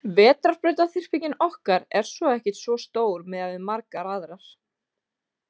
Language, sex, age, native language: Icelandic, female, 20-29, Icelandic